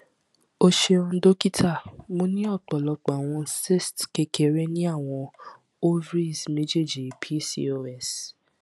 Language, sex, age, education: Yoruba, female, 15-29, tertiary